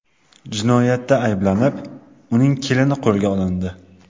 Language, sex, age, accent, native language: Uzbek, male, 18-24, Qashqadaryo, Uzbek